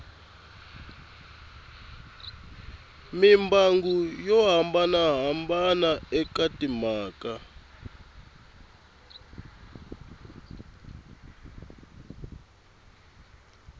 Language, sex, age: Tsonga, male, 21